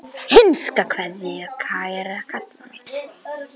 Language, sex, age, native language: Icelandic, male, 10, Icelandic